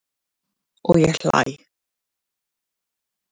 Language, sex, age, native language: Icelandic, female, 40-49, Icelandic